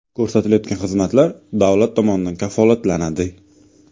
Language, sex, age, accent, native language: Uzbek, male, 18-24, Sirdaryo, Uzbek